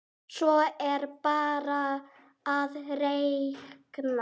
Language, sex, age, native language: Icelandic, female, 8, Icelandic